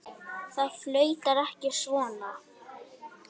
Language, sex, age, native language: Icelandic, male, 8, Icelandic